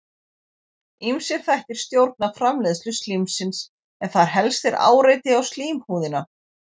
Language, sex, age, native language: Icelandic, female, 40-49, Icelandic